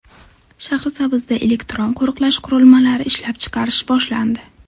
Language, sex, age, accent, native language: Uzbek, female, 12-17, Navoiy, Uzbek